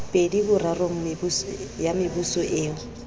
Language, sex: Southern Sotho, female